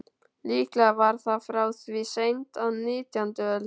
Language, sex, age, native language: Icelandic, male, 12, Icelandic